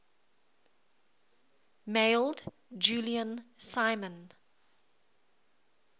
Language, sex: English, female